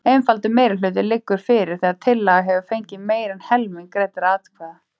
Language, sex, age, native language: Icelandic, female, 30-39, Icelandic